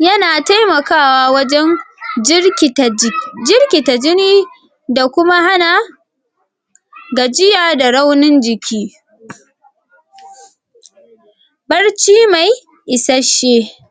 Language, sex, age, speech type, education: Hausa, female, 46-60, spontaneous, secondary